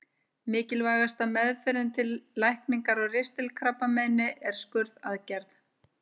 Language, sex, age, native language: Icelandic, female, 50-59, Icelandic